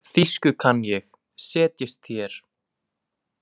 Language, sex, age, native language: Icelandic, male, 20-29, Icelandic